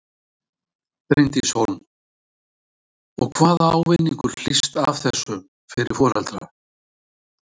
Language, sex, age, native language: Icelandic, male, 60-69, Icelandic